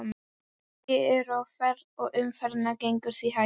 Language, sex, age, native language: Icelandic, female, 12, Icelandic